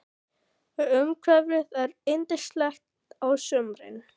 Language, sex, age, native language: Icelandic, female, 15, Icelandic